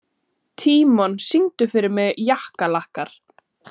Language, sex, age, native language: Icelandic, female, 20-29, Icelandic